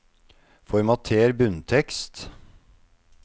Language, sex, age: Norwegian, male, 48